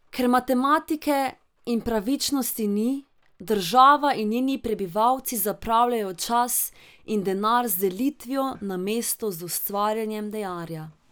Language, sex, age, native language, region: Slovenian, female, 18-29, Slovenian, Drava region